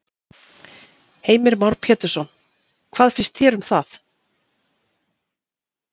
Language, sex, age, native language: Icelandic, female, 40-49, Icelandic